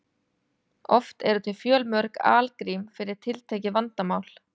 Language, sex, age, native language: Icelandic, female, 30-39, Icelandic